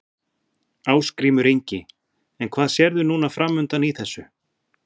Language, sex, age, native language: Icelandic, male, 40-49, Icelandic